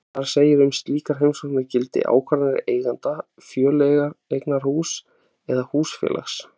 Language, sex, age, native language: Icelandic, male, 20-29, Icelandic